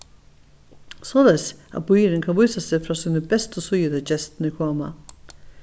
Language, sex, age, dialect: Faroese, female, 61+, Norðurstreymoy/Eysturoy